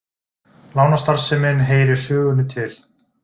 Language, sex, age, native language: Icelandic, male, 20-29, Icelandic